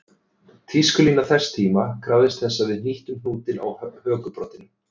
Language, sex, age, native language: Icelandic, male, 30-39, Icelandic